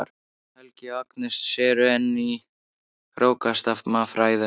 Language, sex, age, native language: Icelandic, male, 13, Icelandic